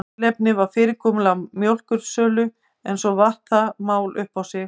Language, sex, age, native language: Icelandic, female, 50-59, Icelandic